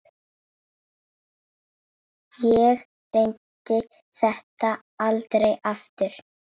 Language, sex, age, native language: Icelandic, female, 8, Icelandic